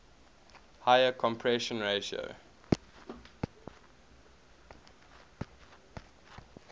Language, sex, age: English, male, 21